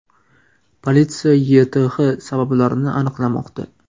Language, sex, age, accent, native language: Uzbek, male, 18-24, Toshkent viloyati, Uzbek